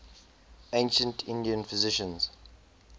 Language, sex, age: English, male, 20